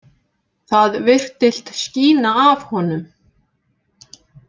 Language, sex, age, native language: Icelandic, female, 50-59, Icelandic